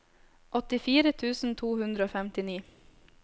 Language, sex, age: Norwegian, female, 26